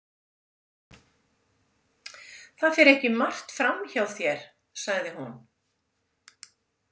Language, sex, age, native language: Icelandic, female, 70-79, Icelandic